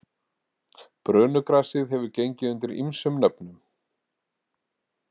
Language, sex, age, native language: Icelandic, male, 40-49, Icelandic